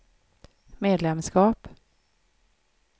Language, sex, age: Swedish, female, 36